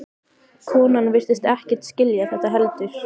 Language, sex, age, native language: Icelandic, female, 15, Icelandic